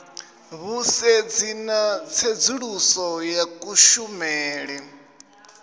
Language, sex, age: Venda, male, 27